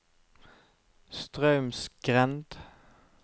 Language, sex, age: Norwegian, male, 25